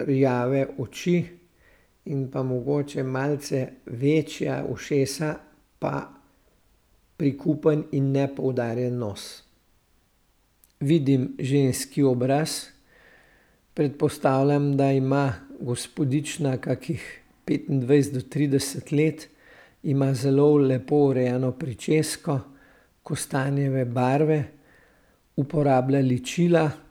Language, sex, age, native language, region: Slovenian, male, 60+, Slovenian, Central Slovenia